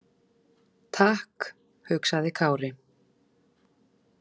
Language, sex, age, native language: Icelandic, female, 30-39, Icelandic